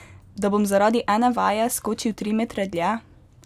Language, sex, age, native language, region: Slovenian, female, 12-17, Slovenian, Pomurje region